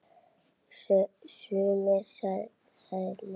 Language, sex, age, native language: Icelandic, female, 8, Icelandic